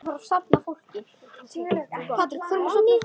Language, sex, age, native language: Icelandic, male, 10, Icelandic